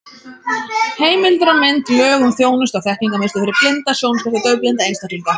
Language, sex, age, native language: Icelandic, female, 30-39, Icelandic